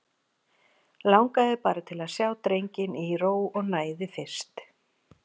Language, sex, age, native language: Icelandic, female, 40-49, Icelandic